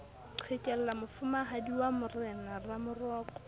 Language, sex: Southern Sotho, female